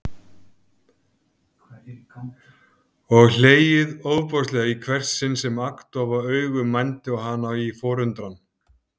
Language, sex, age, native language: Icelandic, male, 50-59, Icelandic